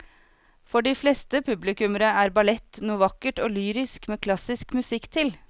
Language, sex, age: Norwegian, female, 36